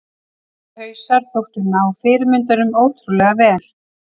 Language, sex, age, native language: Icelandic, female, 40-49, Icelandic